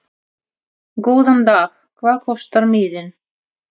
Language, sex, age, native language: Icelandic, female, 30-39, Russian